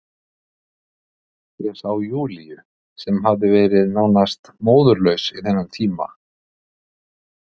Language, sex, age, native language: Icelandic, male, 50-59, Icelandic